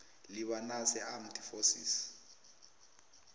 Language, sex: South Ndebele, female